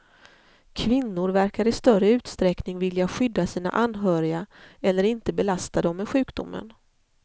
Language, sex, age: Swedish, female, 40